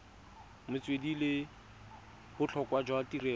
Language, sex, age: Tswana, male, 25